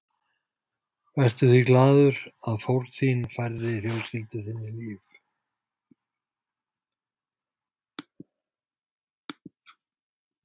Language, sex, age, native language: Icelandic, male, 50-59, Icelandic